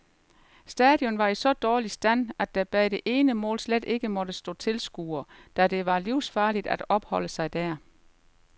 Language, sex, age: Danish, female, 38